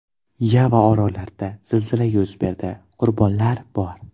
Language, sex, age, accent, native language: Uzbek, male, 12-17, Toshkent shahri, Uzbek